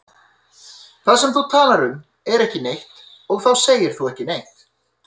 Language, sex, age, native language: Icelandic, male, 30-39, Icelandic